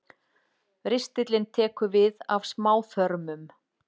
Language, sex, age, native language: Icelandic, female, 40-49, Icelandic